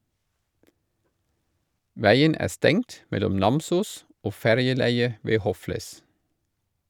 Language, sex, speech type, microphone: Norwegian, male, read, Shure